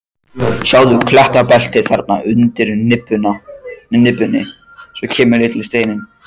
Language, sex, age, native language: Icelandic, male, 14, Icelandic